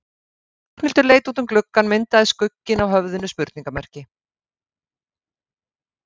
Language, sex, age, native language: Icelandic, female, 50-59, Icelandic